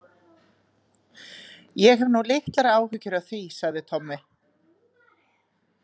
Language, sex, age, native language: Icelandic, female, 40-49, Icelandic